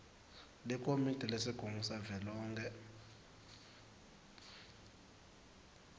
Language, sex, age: Swati, male, 19